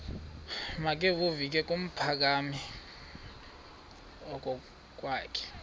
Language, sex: Xhosa, male